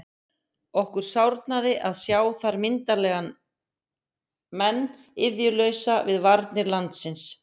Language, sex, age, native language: Icelandic, female, 50-59, Icelandic